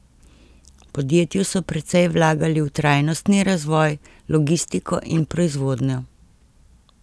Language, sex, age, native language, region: Slovenian, female, 50-59, Slovenian, Central Slovenia